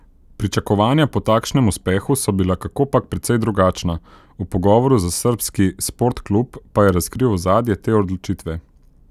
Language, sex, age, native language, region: Slovenian, male, 18-29, Slovenian, Central Slovenia